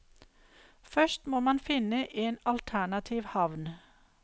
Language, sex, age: Norwegian, female, 52